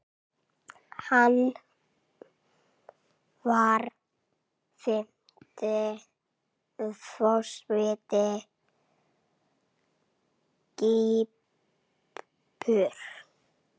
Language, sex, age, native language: Icelandic, female, 6, Icelandic